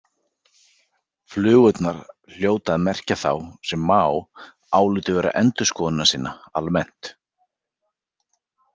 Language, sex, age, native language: Icelandic, male, 40-49, Icelandic